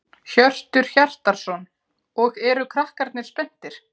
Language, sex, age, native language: Icelandic, female, 40-49, Icelandic